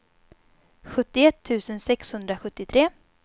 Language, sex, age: Swedish, female, 22